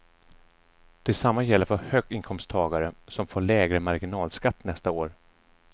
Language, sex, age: Swedish, male, 34